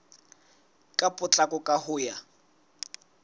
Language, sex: Southern Sotho, male